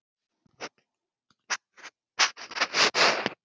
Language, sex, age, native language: Icelandic, female, 50-59, Icelandic